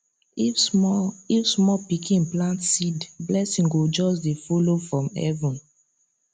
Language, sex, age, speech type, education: Nigerian Pidgin, female, 15-29, spontaneous, tertiary